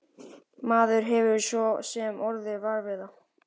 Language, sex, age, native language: Icelandic, male, 12, Icelandic